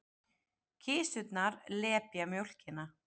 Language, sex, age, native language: Icelandic, female, 40-49, Icelandic